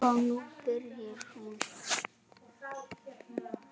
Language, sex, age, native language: Icelandic, male, 7, Icelandic